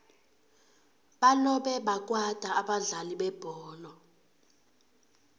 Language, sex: South Ndebele, female